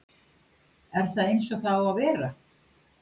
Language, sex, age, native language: Icelandic, female, 50-59, Icelandic